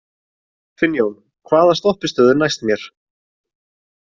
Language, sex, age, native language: Icelandic, male, 20-29, Icelandic